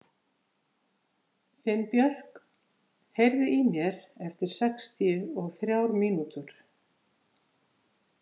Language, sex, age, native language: Icelandic, female, 50-59, Icelandic